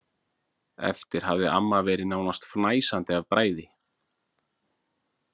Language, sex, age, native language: Icelandic, male, 40-49, Icelandic